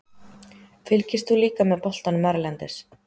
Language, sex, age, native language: Icelandic, female, 30-39, Icelandic